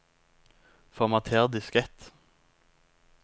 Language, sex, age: Norwegian, male, 19